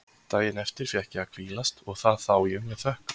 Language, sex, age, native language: Icelandic, male, 20-29, Icelandic